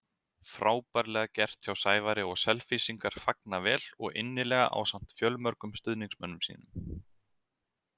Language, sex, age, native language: Icelandic, male, 30-39, Icelandic